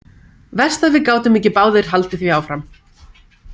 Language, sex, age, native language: Icelandic, female, 30-39, Icelandic